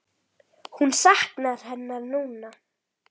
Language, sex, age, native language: Icelandic, female, 9, Icelandic